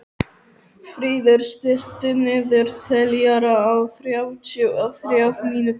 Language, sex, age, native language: Icelandic, male, 12, Icelandic